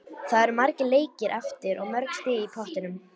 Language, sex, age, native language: Icelandic, female, 18-19, Icelandic